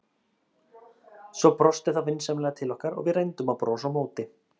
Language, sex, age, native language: Icelandic, male, 30-39, Icelandic